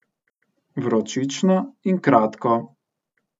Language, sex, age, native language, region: Slovenian, male, 18-29, Slovenian, Central Slovenia